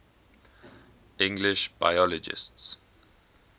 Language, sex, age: English, male, 21